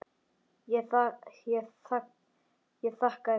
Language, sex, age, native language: Icelandic, male, 10, Icelandic